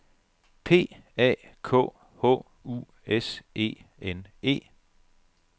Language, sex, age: Danish, male, 37